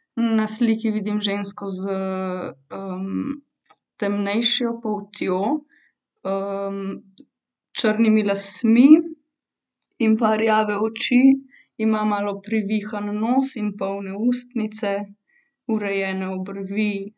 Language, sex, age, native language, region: Slovenian, female, 18-29, Slovenian, Central Slovenia